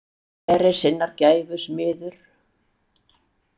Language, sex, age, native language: Icelandic, female, 60-69, Icelandic